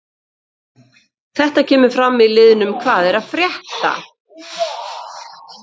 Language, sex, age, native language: Icelandic, female, 50-59, Icelandic